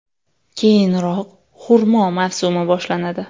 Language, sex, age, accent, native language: Uzbek, female, 18-24, Qoraqalpog'iston, Uzbek